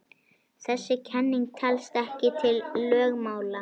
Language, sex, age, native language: Icelandic, female, 21, Icelandic